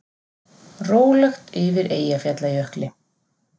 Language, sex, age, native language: Icelandic, female, 40-49, Icelandic